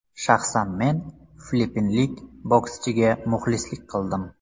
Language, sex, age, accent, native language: Uzbek, male, 25-34, Samarqand, Uzbek